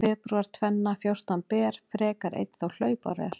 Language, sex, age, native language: Icelandic, female, 40-49, Icelandic